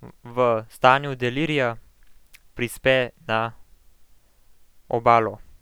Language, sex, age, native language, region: Slovenian, male, 18-29, Slovenian, Central Slovenia